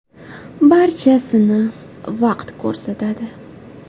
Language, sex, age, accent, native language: Uzbek, female, 19-29, Farg'ona, Uzbek